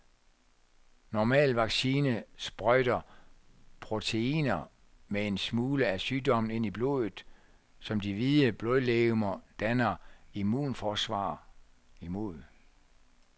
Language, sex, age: Danish, male, 64